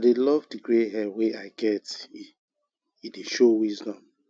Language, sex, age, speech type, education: Nigerian Pidgin, male, 30-45, spontaneous, tertiary